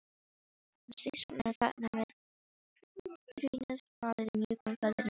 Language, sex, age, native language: Icelandic, female, 18-19, Filipino